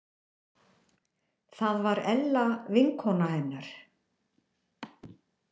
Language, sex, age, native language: Icelandic, female, 60-69, Icelandic